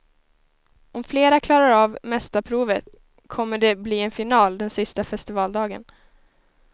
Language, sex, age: Swedish, female, 19